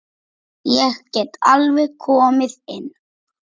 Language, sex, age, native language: Icelandic, male, 9, Icelandic